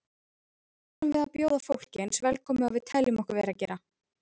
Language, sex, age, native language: Icelandic, female, 30-39, Icelandic